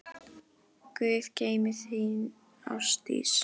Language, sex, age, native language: Icelandic, female, 10, Icelandic